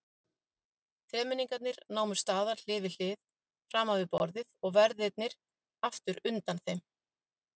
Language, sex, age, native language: Icelandic, female, 50-59, Icelandic